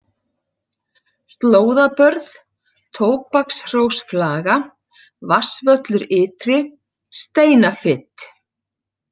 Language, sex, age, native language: Icelandic, female, 40-49, Icelandic